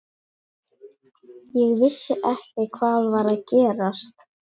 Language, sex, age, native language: Icelandic, female, 11, Icelandic